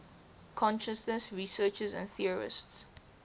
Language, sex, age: English, female, 18